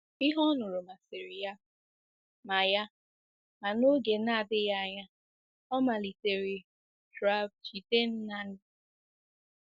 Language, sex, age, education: Igbo, female, 15-29, secondary